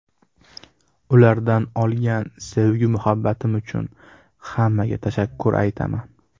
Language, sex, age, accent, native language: Uzbek, male, under 19, Farg'ona, Uzbek